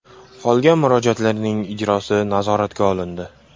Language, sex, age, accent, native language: Uzbek, male, 18-24, Surxondaryo, Uzbek